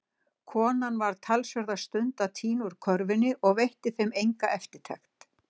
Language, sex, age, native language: Icelandic, female, 60-69, Icelandic